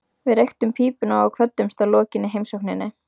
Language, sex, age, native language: Icelandic, female, 15, Icelandic